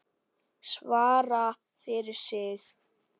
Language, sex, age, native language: Icelandic, female, 9, Icelandic